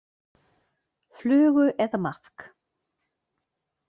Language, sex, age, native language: Icelandic, female, 40-49, Icelandic